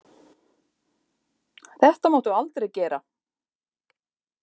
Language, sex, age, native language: Icelandic, female, 50-59, Icelandic